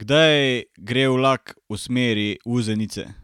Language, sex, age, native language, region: Slovenian, male, 18-29, Slovenian, Carinthia region